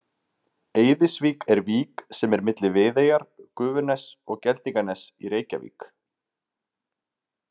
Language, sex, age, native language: Icelandic, male, 30-39, Icelandic